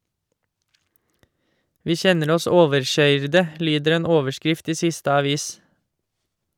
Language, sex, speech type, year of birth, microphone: Norwegian, male, read, 1986, Shure